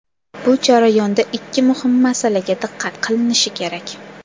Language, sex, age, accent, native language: Uzbek, female, under 19, Toshkent shahri, Uzbek